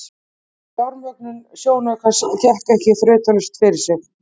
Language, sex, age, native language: Icelandic, female, 30-39, Icelandic